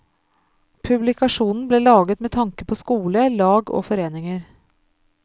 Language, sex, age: Norwegian, female, 33